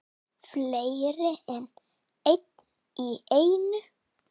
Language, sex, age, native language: Icelandic, female, 8, Icelandic